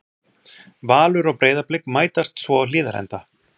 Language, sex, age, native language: Icelandic, male, 40-49, Icelandic